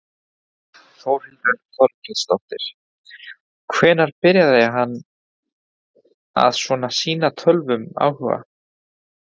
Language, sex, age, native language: Icelandic, male, 20-29, Spanish